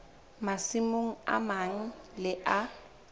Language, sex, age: Southern Sotho, female, 20